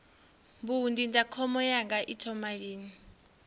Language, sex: Venda, female